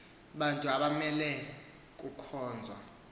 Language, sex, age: Xhosa, male, 18